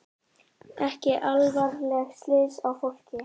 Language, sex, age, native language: Icelandic, female, 18-19, Icelandic